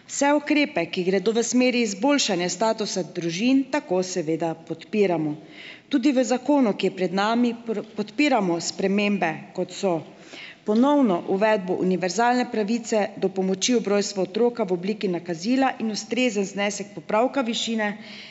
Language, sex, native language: Slovenian, female, Slovenian